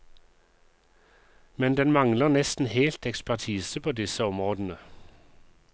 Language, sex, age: Norwegian, male, 51